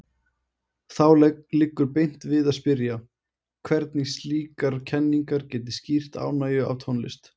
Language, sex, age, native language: Icelandic, male, 20-29, Icelandic